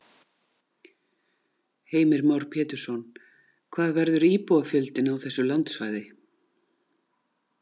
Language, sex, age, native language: Icelandic, female, 40-49, Icelandic